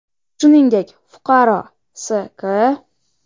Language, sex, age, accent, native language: Uzbek, female, 12-17, Xorazm, Uzbek